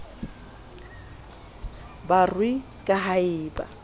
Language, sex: Southern Sotho, female